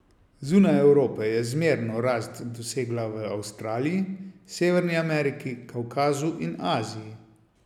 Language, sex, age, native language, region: Slovenian, male, 50-59, Slovenian, Savinja region